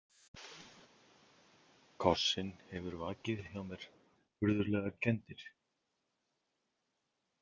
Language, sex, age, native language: Icelandic, male, 50-59, Icelandic